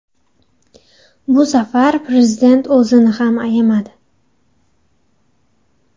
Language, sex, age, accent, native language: Uzbek, female, 18-24, Xorazm, Uzbek